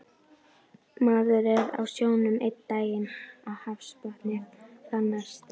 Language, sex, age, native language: Icelandic, female, 11, Icelandic